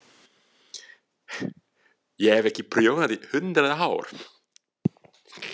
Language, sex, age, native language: Icelandic, male, 40-49, French